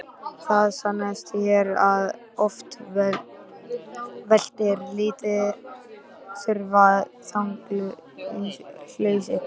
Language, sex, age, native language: Icelandic, male, 13, Icelandic